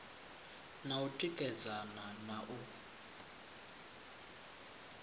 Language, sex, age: Venda, male, 24